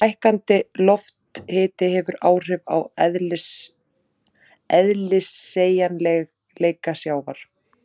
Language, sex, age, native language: Icelandic, female, 30-39, Icelandic